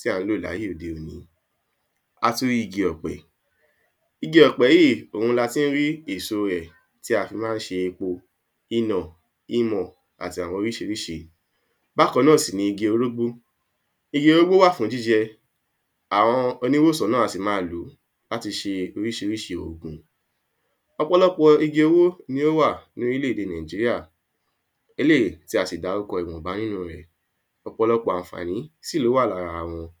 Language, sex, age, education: Yoruba, male, 15-29, tertiary